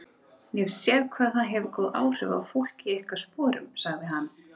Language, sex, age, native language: Icelandic, female, 30-39, Icelandic